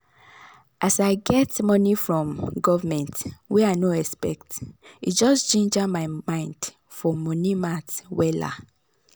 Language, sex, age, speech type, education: Nigerian Pidgin, female, 30-45, spontaneous, tertiary